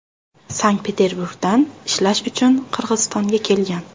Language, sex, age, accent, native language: Uzbek, female, 18-24, Namangan, Uzbek